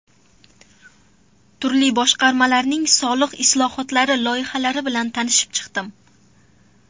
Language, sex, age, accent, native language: Uzbek, female, under 19, Farg'ona, Uzbek